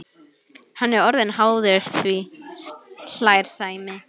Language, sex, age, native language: Icelandic, female, 11, Icelandic